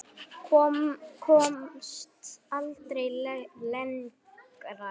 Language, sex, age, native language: Icelandic, male, 8, Icelandic